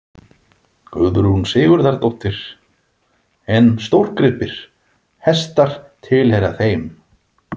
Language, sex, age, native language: Icelandic, male, 30-39, Icelandic